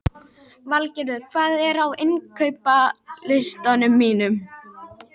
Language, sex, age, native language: Icelandic, female, 18-19, Icelandic